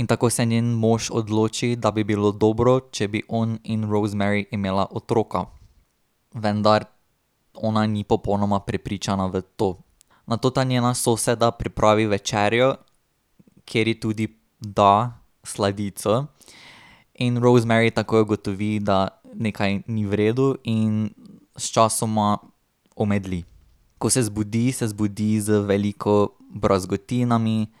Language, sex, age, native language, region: Slovenian, male, 18-29, Slovenian, Drava region